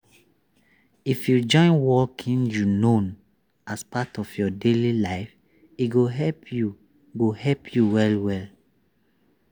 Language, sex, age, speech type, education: Nigerian Pidgin, male, 30-45, spontaneous, tertiary